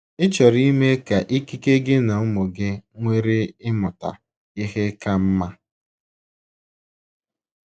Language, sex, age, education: Igbo, male, 15-29, secondary